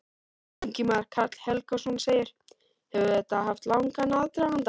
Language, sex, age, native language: Icelandic, male, 13, Icelandic